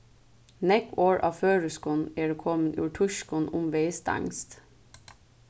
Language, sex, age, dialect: Faroese, female, 15-35, Suðurstreymoy